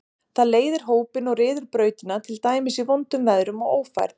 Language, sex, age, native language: Icelandic, female, 30-39, Icelandic